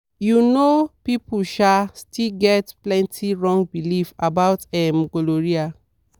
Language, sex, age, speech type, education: Nigerian Pidgin, female, 30-45, spontaneous, tertiary